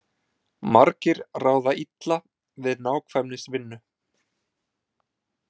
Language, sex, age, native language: Icelandic, male, 20-29, Icelandic